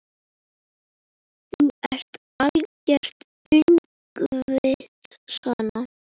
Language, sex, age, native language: Icelandic, female, 8, Icelandic